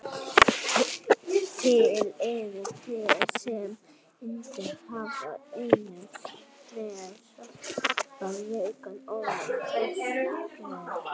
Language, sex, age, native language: Icelandic, female, 40-49, Icelandic